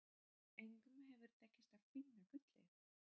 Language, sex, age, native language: Icelandic, female, 30-39, Polish